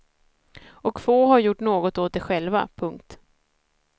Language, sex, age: Swedish, female, 30